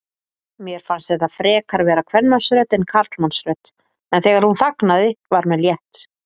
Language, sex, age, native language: Icelandic, female, 40-49, Icelandic